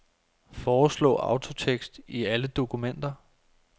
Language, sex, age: Danish, male, 24